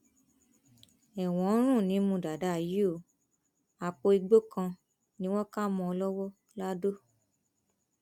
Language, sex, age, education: Yoruba, female, 15-29, tertiary